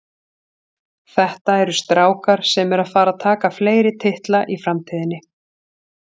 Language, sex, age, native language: Icelandic, female, 40-49, Icelandic